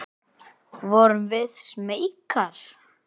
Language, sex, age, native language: Icelandic, male, 8, Icelandic